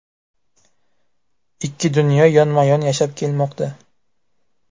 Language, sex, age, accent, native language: Uzbek, male, 18-24, Buxoro, Uzbek